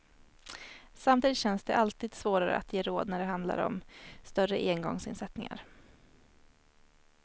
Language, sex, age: Swedish, female, 21